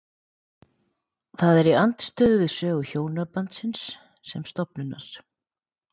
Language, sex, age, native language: Icelandic, female, 40-49, Icelandic